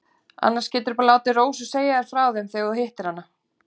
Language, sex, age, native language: Icelandic, female, 40-49, Icelandic